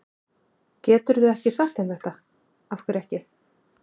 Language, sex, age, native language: Icelandic, female, 50-59, Icelandic